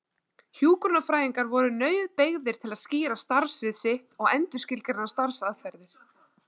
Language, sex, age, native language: Icelandic, female, 20-29, Icelandic